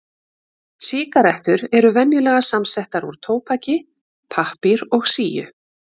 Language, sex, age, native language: Icelandic, female, 50-59, Icelandic